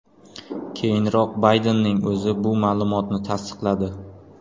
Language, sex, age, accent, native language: Uzbek, male, 18-24, Qoraqalpog'iston, Uzbek